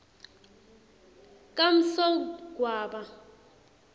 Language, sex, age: Swati, female, 20